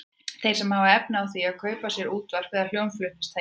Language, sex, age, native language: Icelandic, female, 30-39, Icelandic